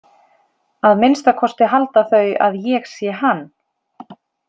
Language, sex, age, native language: Icelandic, female, 30-39, Icelandic